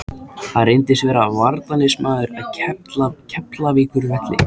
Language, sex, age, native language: Icelandic, male, 14, Icelandic